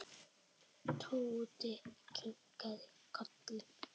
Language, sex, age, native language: Icelandic, male, 9, Icelandic